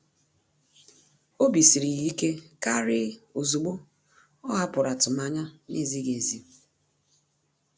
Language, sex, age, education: Igbo, female, 30-45, tertiary